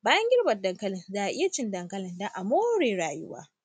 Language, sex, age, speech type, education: Hausa, female, 15-29, spontaneous, tertiary